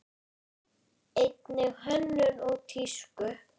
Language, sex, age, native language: Icelandic, female, 10, Icelandic